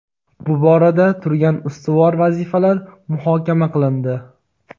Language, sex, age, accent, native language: Uzbek, male, 18-24, Toshkent viloyati, Uzbek